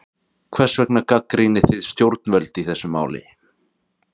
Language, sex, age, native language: Icelandic, male, 30-39, Icelandic